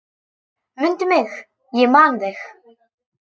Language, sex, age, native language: Icelandic, female, 10, Icelandic